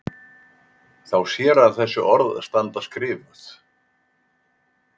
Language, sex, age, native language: Icelandic, male, 80-89, Icelandic